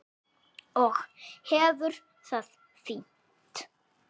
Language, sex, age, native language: Icelandic, male, 6, Icelandic